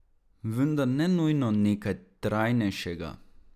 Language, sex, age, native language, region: Slovenian, male, 18-29, Slovenian, Drava region